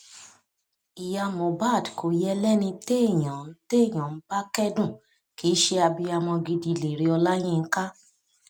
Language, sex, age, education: Yoruba, female, 30-45, tertiary